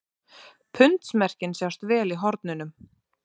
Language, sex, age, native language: Icelandic, female, 30-39, Icelandic